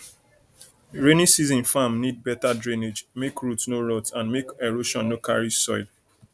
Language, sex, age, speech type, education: Nigerian Pidgin, male, 30-45, spontaneous, tertiary